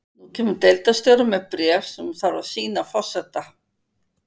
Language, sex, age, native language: Icelandic, female, 50-59, Icelandic